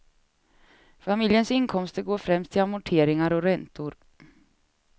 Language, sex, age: Swedish, female, 36